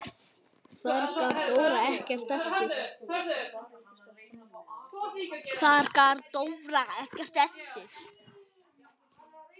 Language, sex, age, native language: Icelandic, male, 10, Icelandic